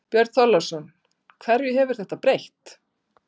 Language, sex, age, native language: Icelandic, female, 60-69, Icelandic